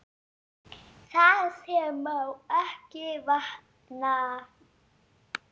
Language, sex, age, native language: Icelandic, female, 7, Icelandic